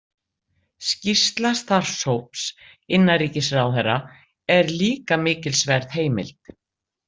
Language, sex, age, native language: Icelandic, female, 60-69, Icelandic